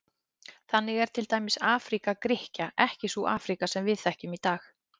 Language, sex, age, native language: Icelandic, female, 30-39, Icelandic